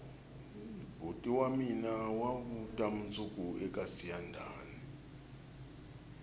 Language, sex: Tsonga, male